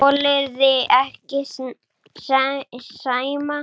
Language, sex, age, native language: Icelandic, male, 9, Icelandic